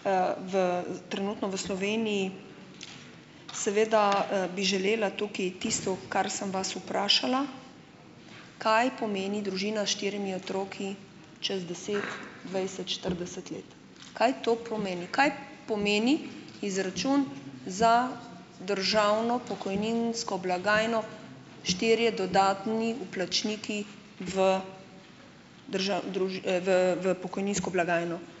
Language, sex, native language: Slovenian, female, Slovenian